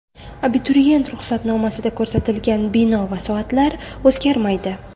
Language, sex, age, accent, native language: Uzbek, female, 18-24, Buxoro, Uzbek